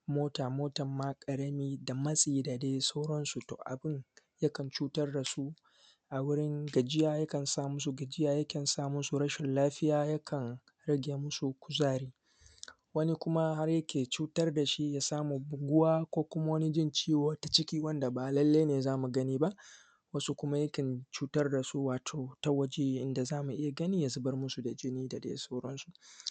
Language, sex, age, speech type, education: Hausa, male, 15-29, spontaneous, secondary